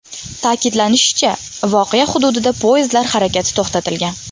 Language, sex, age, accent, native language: Uzbek, female, 19-29, Toshkent viloyati, Uzbek